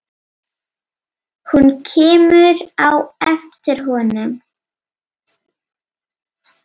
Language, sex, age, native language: Icelandic, female, 8, Icelandic